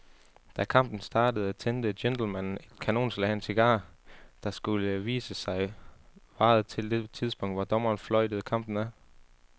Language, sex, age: Danish, male, 18